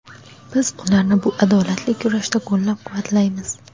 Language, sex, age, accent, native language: Uzbek, female, under 19, Xorazm, Uzbek